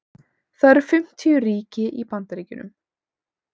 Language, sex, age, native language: Icelandic, female, 18-19, Icelandic